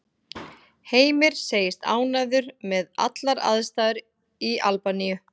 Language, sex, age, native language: Icelandic, female, 40-49, Icelandic